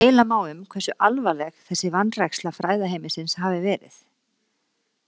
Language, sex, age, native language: Icelandic, female, 40-49, Icelandic